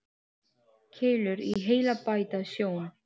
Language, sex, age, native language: Icelandic, female, 8, Icelandic